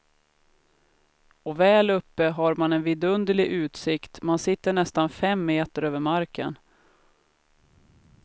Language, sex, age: Swedish, female, 33